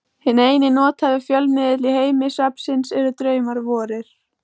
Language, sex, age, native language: Icelandic, female, 14, Icelandic